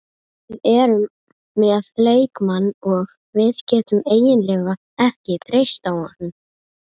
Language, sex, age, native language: Icelandic, female, 30-39, Icelandic